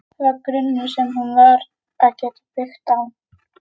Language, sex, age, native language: Icelandic, female, 11, Icelandic